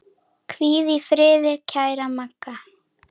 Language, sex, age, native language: Icelandic, female, 10, Icelandic